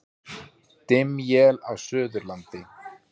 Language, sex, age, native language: Icelandic, male, 50-59, Icelandic